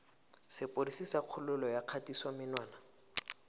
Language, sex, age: Tswana, male, 19